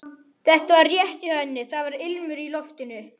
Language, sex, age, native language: Icelandic, other, 12, Icelandic